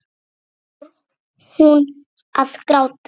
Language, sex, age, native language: Icelandic, female, 6, Icelandic